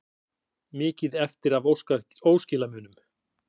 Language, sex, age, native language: Icelandic, male, 40-49, Icelandic